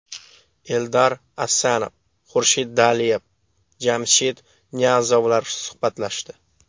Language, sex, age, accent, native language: Uzbek, male, 18-24, Xorazm, Uzbek